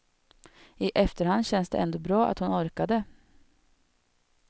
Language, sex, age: Swedish, female, 32